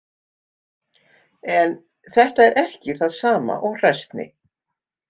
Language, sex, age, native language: Icelandic, female, 50-59, Icelandic